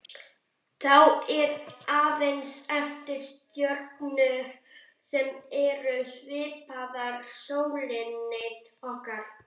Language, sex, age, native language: Icelandic, female, 18-19, Icelandic